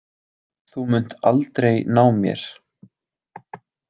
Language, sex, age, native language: Icelandic, male, 20-29, Icelandic